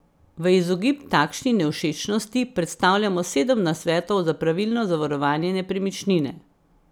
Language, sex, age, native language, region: Slovenian, female, 50-59, Slovenian, Central Slovenia